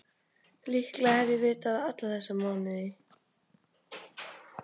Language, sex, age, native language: Icelandic, female, 12, Icelandic